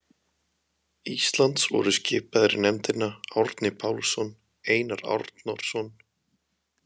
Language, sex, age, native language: Icelandic, male, 20-29, Icelandic